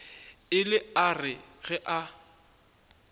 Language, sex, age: Northern Sotho, male, 24